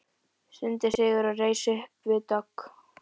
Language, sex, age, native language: Icelandic, female, 11, Icelandic